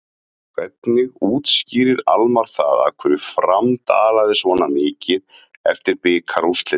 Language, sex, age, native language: Icelandic, male, 30-39, Icelandic